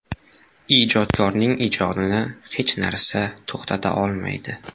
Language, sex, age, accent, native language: Uzbek, male, 18-24, Samarqand, Uzbek